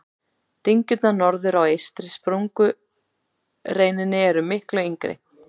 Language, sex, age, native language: Icelandic, female, 40-49, Icelandic